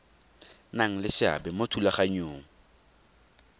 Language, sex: Tswana, male